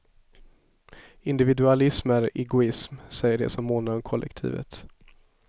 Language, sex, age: Swedish, male, 27